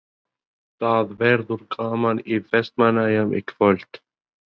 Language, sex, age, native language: Icelandic, male, 20-29, Albanian